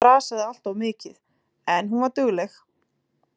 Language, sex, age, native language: Icelandic, female, 20-29, Icelandic